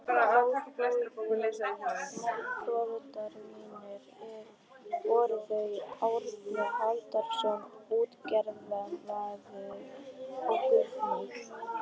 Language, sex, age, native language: Icelandic, female, 11, Icelandic